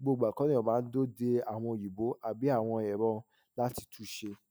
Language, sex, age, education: Yoruba, male, 15-29, tertiary